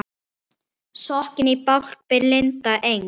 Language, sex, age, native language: Icelandic, male, 9, Icelandic